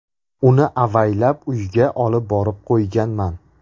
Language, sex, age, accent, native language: Uzbek, male, 18-24, Andijon, Uzbek